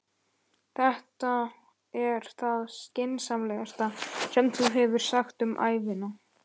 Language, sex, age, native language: Icelandic, male, 11, Icelandic